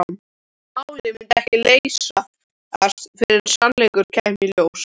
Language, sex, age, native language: Icelandic, other, 13, Icelandic